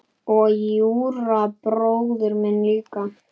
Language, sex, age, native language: Icelandic, male, 9, Icelandic